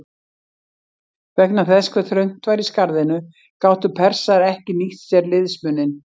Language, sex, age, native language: Icelandic, female, 60-69, Icelandic